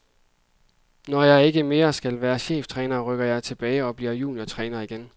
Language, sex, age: Danish, male, 26